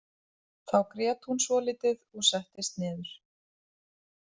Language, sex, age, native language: Icelandic, female, 30-39, Icelandic